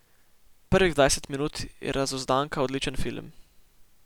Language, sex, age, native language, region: Slovenian, male, 18-29, Slovenian, Posavska region